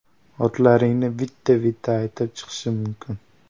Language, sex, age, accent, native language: Uzbek, male, 18-24, Toshkent viloyati, Uzbek